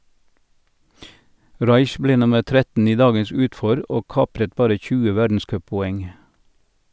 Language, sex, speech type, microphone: Norwegian, male, read, Sennheiser